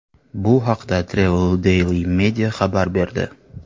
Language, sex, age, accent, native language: Uzbek, male, 25-34, Navoiy, Uzbek